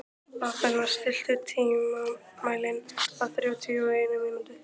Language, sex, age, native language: Icelandic, male, 12, Icelandic